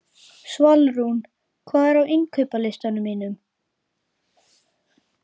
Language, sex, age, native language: Icelandic, male, 11, Icelandic